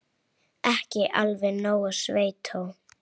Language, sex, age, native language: Icelandic, female, 8, Icelandic